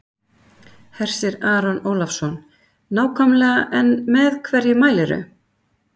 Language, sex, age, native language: Icelandic, female, 50-59, Icelandic